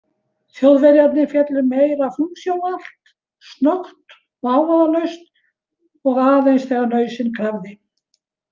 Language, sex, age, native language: Icelandic, female, 70-79, Icelandic